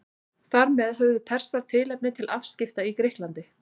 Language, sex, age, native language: Icelandic, female, 40-49, Icelandic